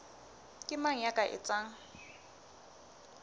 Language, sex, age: Southern Sotho, female, 23